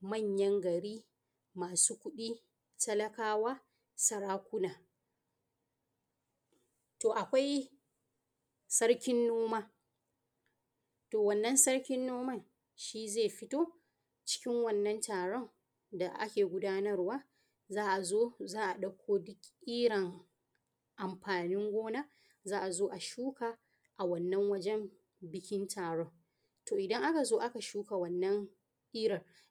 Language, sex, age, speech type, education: Hausa, male, 15-29, spontaneous, tertiary